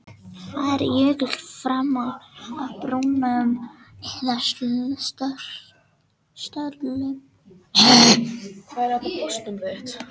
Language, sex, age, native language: Icelandic, female, 18-19, Danish